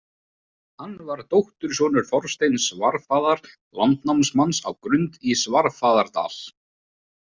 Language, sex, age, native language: Icelandic, male, 20-29, Icelandic